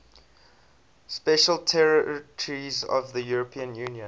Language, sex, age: English, male, 20